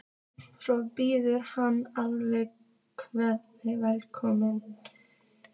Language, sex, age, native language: Icelandic, female, 15, Icelandic